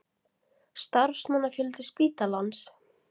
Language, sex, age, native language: Icelandic, female, 16, Latvian